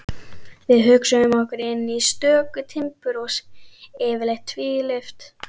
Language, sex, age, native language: Icelandic, female, 12, Icelandic